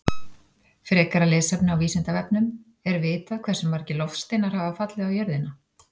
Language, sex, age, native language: Icelandic, female, 40-49, Icelandic